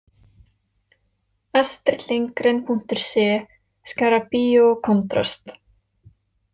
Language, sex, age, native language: Icelandic, female, 20-29, Icelandic